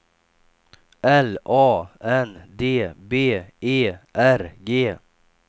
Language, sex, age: Swedish, male, 28